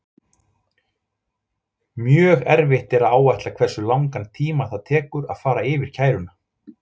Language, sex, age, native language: Icelandic, male, 40-49, Icelandic